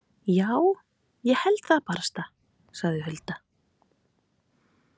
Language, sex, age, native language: Icelandic, female, 30-39, Icelandic